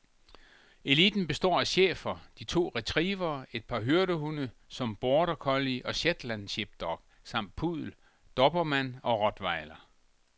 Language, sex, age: Danish, male, 62